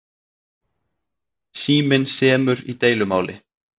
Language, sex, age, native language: Icelandic, male, 30-39, Icelandic